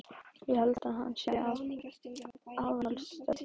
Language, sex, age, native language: Icelandic, female, 12, Icelandic